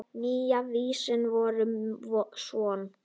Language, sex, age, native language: Icelandic, female, 9, Icelandic